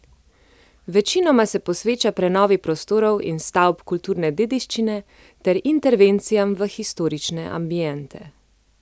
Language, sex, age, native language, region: Slovenian, female, 30-49, Slovenian, Central Slovenia